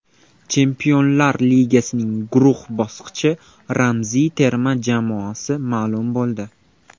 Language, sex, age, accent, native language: Uzbek, male, 18-24, Farg'ona, Uzbek